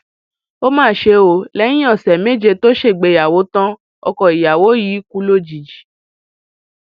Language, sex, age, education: Yoruba, female, 15-29, tertiary